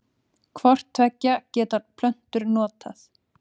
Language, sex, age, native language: Icelandic, female, 30-39, Icelandic